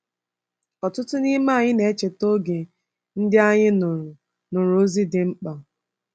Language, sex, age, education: Igbo, female, 15-29, tertiary